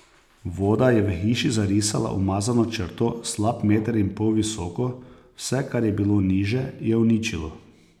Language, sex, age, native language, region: Slovenian, male, 30-49, Slovenian, Posavska region